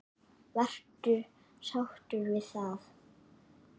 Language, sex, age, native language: Icelandic, male, 9, Icelandic